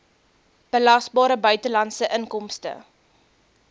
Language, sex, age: Afrikaans, female, 22